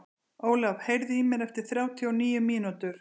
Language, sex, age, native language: Icelandic, female, 40-49, Icelandic